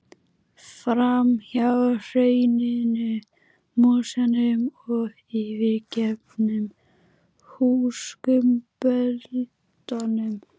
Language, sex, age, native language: Icelandic, female, 12, Icelandic